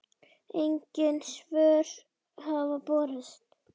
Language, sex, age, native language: Icelandic, female, 8, Icelandic